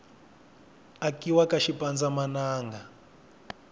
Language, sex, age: Tsonga, male, 21